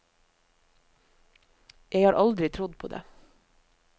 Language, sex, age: Norwegian, female, 50